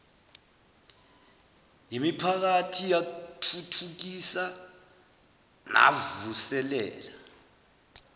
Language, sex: Zulu, male